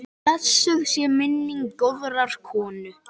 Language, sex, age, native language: Icelandic, male, 10, Icelandic